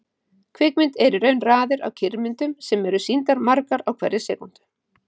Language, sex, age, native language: Icelandic, female, 50-59, Icelandic